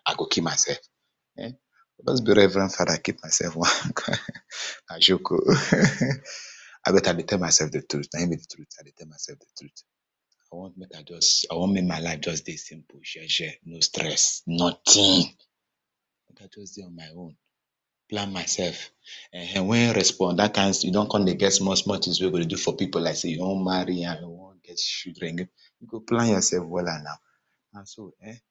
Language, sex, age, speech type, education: Nigerian Pidgin, male, 30-45, spontaneous, tertiary